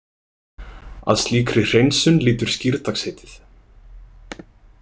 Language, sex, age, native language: Icelandic, male, 20-29, Icelandic